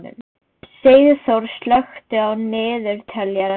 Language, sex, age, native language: Icelandic, female, 12, Icelandic